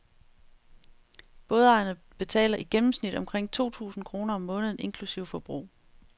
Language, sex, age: Danish, female, 35